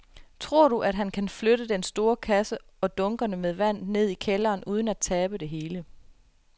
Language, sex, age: Danish, female, 33